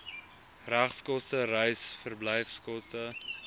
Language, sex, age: Afrikaans, male, 19